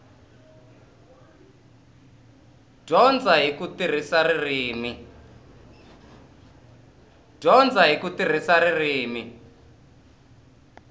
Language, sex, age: Tsonga, male, 20